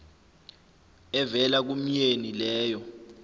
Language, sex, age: Zulu, male, 25